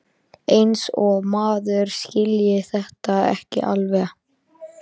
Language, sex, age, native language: Icelandic, male, 13, Icelandic